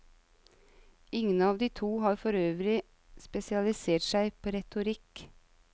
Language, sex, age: Norwegian, female, 35